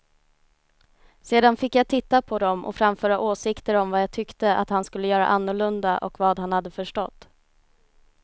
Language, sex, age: Swedish, female, 19